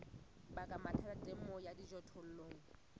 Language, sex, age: Southern Sotho, female, 19